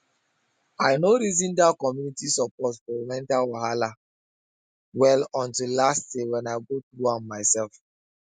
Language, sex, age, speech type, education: Nigerian Pidgin, male, 15-29, spontaneous, tertiary